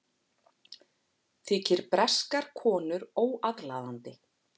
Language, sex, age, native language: Icelandic, female, 40-49, Icelandic